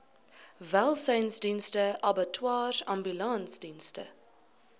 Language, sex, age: Afrikaans, female, 19